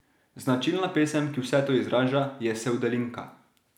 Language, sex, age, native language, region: Slovenian, male, 18-29, Slovenian, Drava region